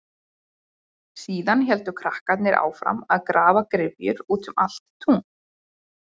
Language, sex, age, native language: Icelandic, female, 20-29, Icelandic